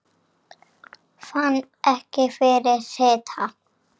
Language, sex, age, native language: Icelandic, female, 7, Icelandic